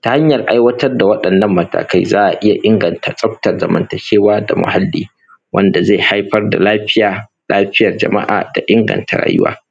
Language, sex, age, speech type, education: Hausa, male, 15-29, spontaneous, primary